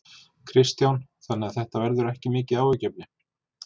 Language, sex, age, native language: Icelandic, male, 40-49, Icelandic